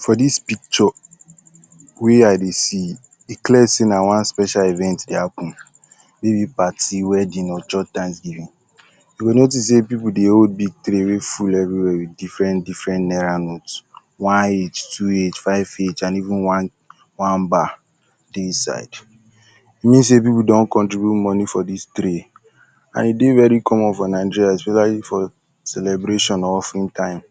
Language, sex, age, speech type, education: Nigerian Pidgin, male, 15-29, spontaneous, tertiary